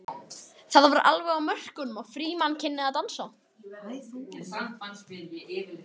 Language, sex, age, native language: Icelandic, male, 12, Icelandic